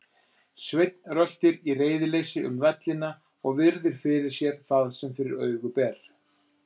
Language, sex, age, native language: Icelandic, male, 40-49, Icelandic